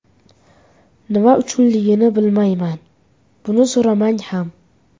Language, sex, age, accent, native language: Uzbek, male, 12-17, Farg'ona, Uzbek